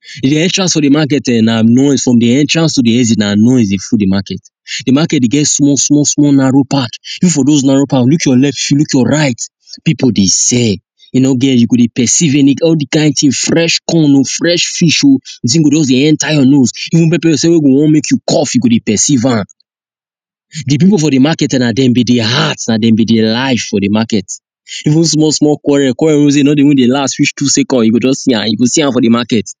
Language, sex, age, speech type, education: Nigerian Pidgin, male, 15-29, spontaneous, tertiary